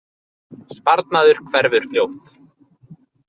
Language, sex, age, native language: Icelandic, male, 20-29, Icelandic